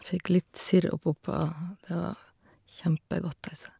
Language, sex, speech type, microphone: Norwegian, female, spontaneous, Shure